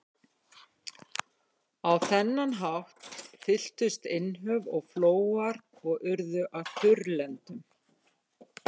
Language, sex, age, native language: Icelandic, female, 50-59, Icelandic